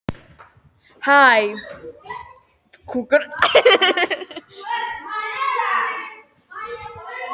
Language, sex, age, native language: Icelandic, female, 18-19, Icelandic